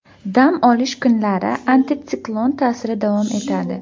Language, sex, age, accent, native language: Uzbek, female, 19-29, Andijon, Uzbek